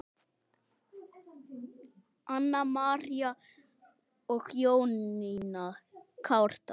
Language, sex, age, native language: Icelandic, male, 6, Icelandic